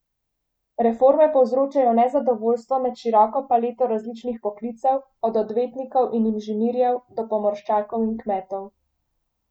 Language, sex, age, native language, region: Slovenian, female, 18-29, Slovenian, Central Slovenia